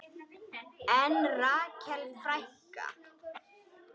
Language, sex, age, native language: Icelandic, female, 10, Icelandic